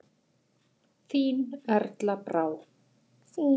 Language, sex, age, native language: Icelandic, female, 40-49, Icelandic